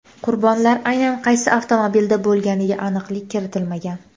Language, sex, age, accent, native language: Uzbek, female, under 19, Andijon, Uzbek